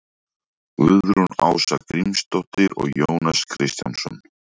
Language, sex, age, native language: Icelandic, male, 40-49, Icelandic